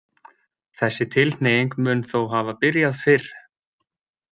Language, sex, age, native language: Icelandic, male, 20-29, Icelandic